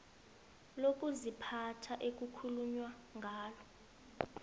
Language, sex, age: South Ndebele, female, 22